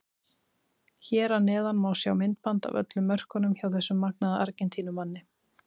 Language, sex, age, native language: Icelandic, female, 30-39, Icelandic